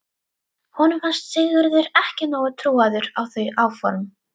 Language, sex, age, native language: Icelandic, female, 12, Icelandic